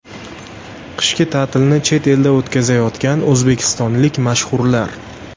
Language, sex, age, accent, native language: Uzbek, male, 18-24, Andijon, Uzbek